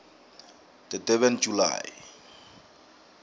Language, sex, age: South Ndebele, male, 24